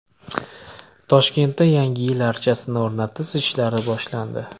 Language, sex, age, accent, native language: Uzbek, male, 25-34, Andijon, Uzbek